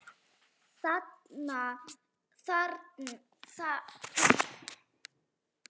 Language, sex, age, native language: Icelandic, female, 7, Icelandic